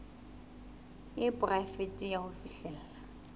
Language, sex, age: Southern Sotho, female, 21